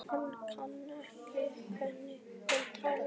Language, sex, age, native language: Icelandic, male, 11, Icelandic